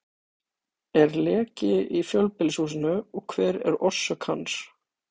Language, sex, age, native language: Icelandic, male, 18-19, Icelandic